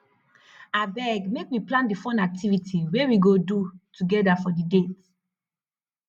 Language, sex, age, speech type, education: Nigerian Pidgin, female, 15-29, spontaneous, tertiary